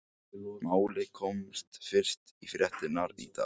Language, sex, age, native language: Icelandic, male, 18-19, Icelandic